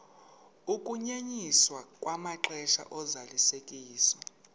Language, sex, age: Xhosa, male, 31